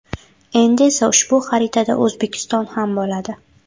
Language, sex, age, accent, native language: Uzbek, female, 18-24, Buxoro, Uzbek